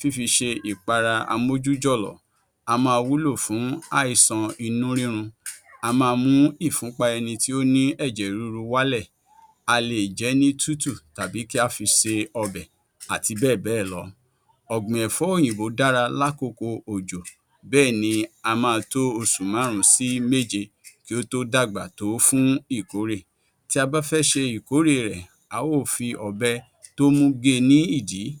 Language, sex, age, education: Yoruba, male, 46-60, tertiary